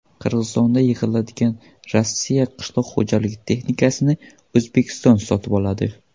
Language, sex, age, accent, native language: Uzbek, male, 12-17, Sirdaryo, Uzbek